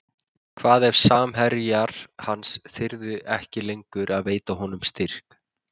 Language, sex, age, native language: Icelandic, male, 20-29, Icelandic